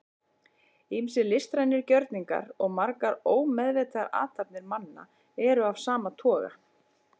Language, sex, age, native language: Icelandic, female, 40-49, Icelandic